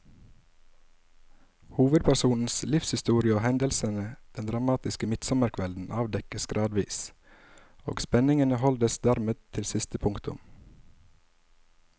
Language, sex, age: Norwegian, male, 27